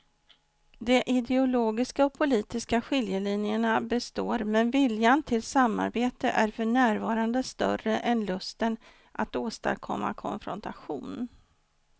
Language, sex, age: Swedish, female, 49